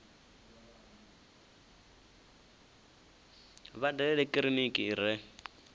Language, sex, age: Venda, male, 19